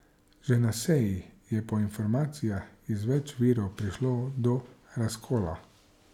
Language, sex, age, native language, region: Slovenian, male, 30-49, Slovenian, Savinja region